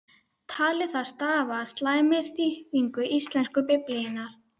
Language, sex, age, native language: Icelandic, female, 12, Icelandic